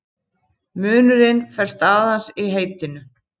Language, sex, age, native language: Icelandic, female, 50-59, Icelandic